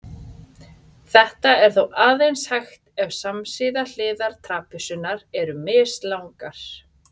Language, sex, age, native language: Icelandic, female, 30-39, Icelandic